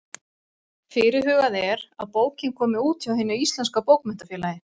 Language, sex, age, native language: Icelandic, female, 40-49, Icelandic